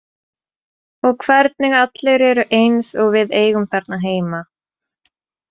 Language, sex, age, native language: Icelandic, female, 30-39, Icelandic